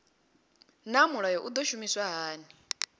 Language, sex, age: Venda, female, 28